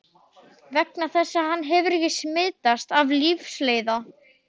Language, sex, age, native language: Icelandic, male, 12, Icelandic